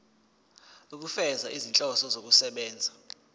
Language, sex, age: Zulu, male, 19